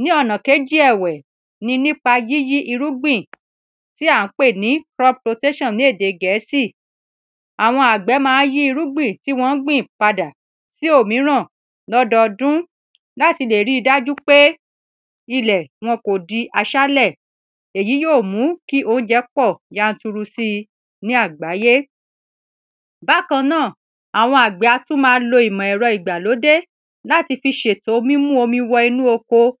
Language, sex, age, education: Yoruba, female, 30-45, secondary